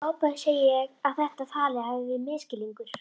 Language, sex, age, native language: Icelandic, female, 11, Icelandic